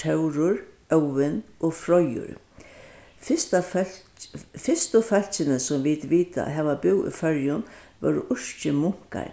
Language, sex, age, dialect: Faroese, female, 61+, Vágar